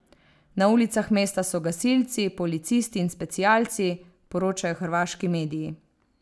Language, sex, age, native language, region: Slovenian, female, 30-49, Slovenian, Savinja region